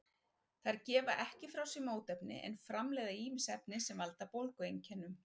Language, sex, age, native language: Icelandic, female, 40-49, Icelandic